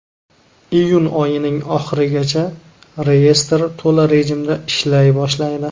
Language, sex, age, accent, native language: Uzbek, male, 19-29, Namangan, Uzbek